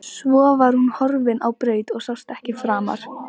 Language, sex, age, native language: Icelandic, female, 13, Icelandic